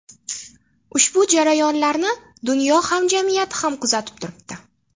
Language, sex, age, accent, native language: Uzbek, female, 18-24, Farg'ona, Uzbek